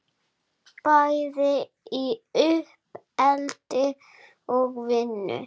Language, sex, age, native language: Icelandic, female, 7, Icelandic